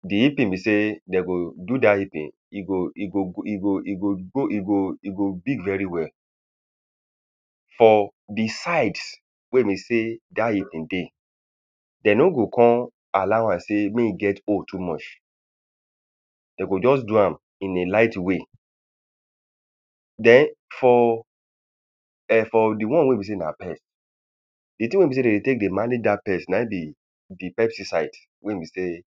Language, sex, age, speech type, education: Nigerian Pidgin, male, 30-45, spontaneous, primary